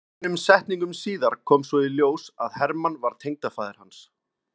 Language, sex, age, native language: Icelandic, male, 30-39, Icelandic